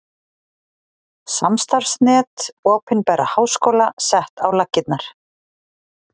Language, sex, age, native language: Icelandic, female, 40-49, Icelandic